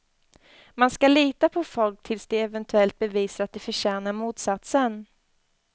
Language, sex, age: Swedish, female, 20